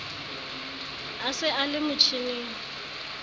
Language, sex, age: Southern Sotho, female, 35